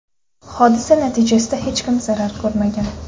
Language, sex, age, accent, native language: Uzbek, female, 18-24, Andijon, Uzbek